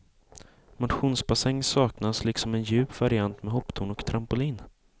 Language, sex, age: Swedish, male, 18